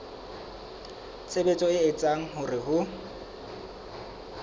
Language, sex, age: Southern Sotho, male, 23